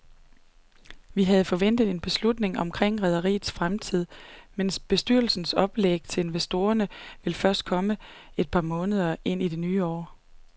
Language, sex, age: Danish, female, 39